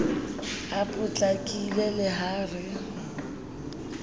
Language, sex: Southern Sotho, female